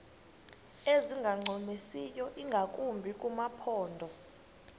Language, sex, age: Xhosa, female, 23